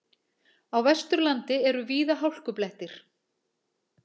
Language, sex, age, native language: Icelandic, female, 40-49, Icelandic